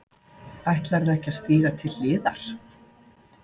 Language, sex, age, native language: Icelandic, female, 40-49, Icelandic